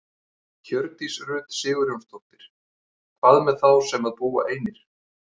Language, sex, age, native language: Icelandic, male, 30-39, Icelandic